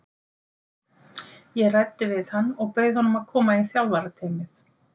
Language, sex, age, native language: Icelandic, female, 50-59, Icelandic